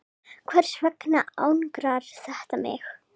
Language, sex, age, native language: Icelandic, female, 7, Serbo-Croatian